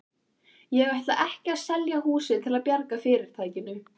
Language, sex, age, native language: Icelandic, female, 14, Icelandic